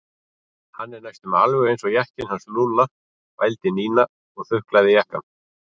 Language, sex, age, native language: Icelandic, male, 40-49, Icelandic